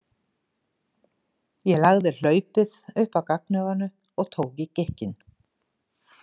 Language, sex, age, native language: Icelandic, female, 50-59, Icelandic